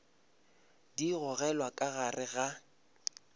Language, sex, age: Northern Sotho, male, 26